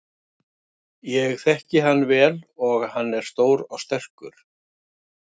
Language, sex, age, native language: Icelandic, male, 60-69, Icelandic